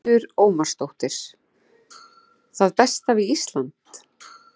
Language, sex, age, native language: Icelandic, female, 40-49, Icelandic